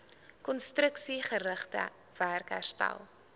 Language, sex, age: Afrikaans, female, 20